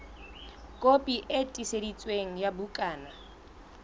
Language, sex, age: Southern Sotho, female, 22